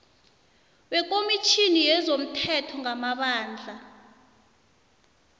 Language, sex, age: South Ndebele, female, 26